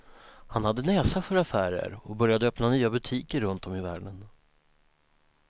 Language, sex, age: Swedish, male, 19